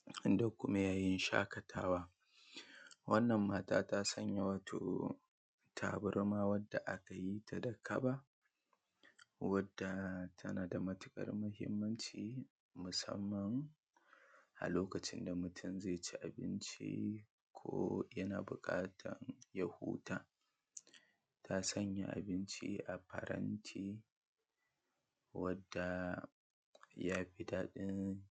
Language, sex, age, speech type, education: Hausa, male, 15-29, spontaneous, tertiary